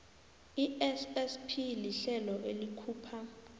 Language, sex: South Ndebele, female